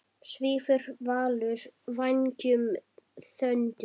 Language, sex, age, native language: Icelandic, female, 10, Icelandic